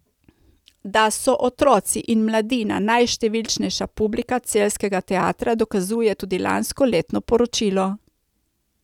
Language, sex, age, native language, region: Slovenian, female, 30-49, Slovenian, Coastal Karst region